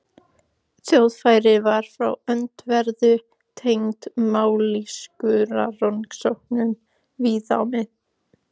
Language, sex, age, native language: Icelandic, female, 14, Icelandic